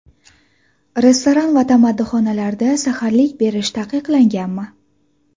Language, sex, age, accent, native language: Uzbek, female, 18-24, Farg'ona, Uzbek